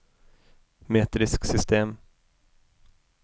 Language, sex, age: Norwegian, male, 33